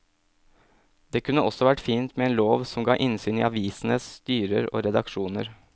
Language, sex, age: Norwegian, male, 27